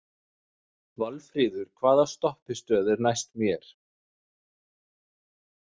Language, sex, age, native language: Icelandic, male, 30-39, Danish